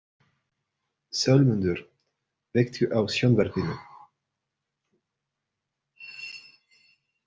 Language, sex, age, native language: Icelandic, male, 30-39, Portuguese